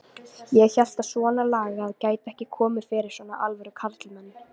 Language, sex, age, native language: Icelandic, female, 18-19, Icelandic